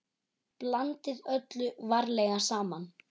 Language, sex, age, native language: Icelandic, male, 9, Icelandic